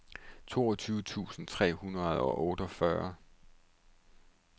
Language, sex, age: Danish, male, 31